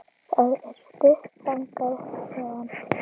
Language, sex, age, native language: Icelandic, female, 10, Icelandic